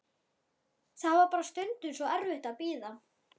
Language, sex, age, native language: Icelandic, female, 12, Icelandic